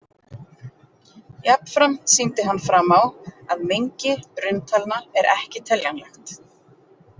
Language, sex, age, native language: Icelandic, female, 40-49, Icelandic